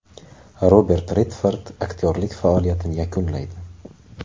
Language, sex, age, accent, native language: Uzbek, male, 18-24, Qashqadaryo, Uzbek